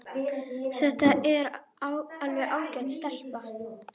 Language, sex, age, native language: Icelandic, female, 10, Icelandic